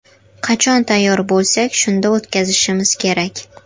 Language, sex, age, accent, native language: Uzbek, female, 12-17, Qashqadaryo, Uzbek